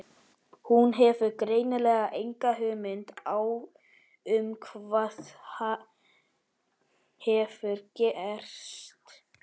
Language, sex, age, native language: Icelandic, male, 12, Icelandic